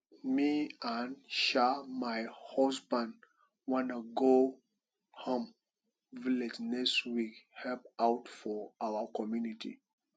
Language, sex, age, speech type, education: Nigerian Pidgin, male, 30-45, spontaneous, tertiary